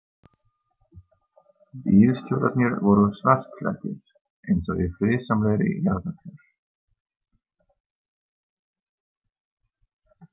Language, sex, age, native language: Icelandic, male, 30-39, German